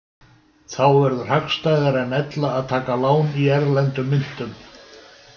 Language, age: Icelandic, 70-79